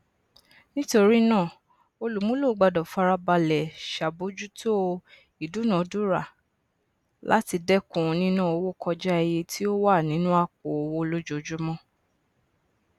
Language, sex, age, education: Yoruba, female, 15-29, tertiary